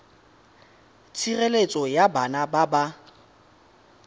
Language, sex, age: Tswana, male, 18